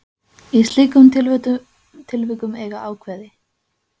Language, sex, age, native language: Icelandic, female, 20-29, Icelandic